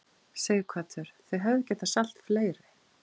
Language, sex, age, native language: Icelandic, female, 40-49, Icelandic